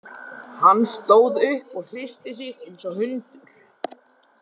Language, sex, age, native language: Icelandic, male, 18-19, Icelandic